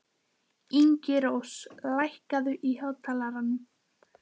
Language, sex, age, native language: Icelandic, female, 12, Icelandic